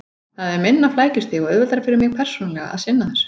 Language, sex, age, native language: Icelandic, female, 40-49, Icelandic